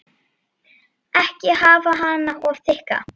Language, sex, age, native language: Icelandic, female, 8, Icelandic